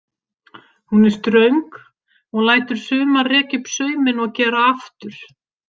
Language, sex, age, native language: Icelandic, female, 50-59, Icelandic